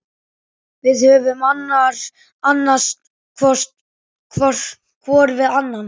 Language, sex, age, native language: Icelandic, male, 10, Icelandic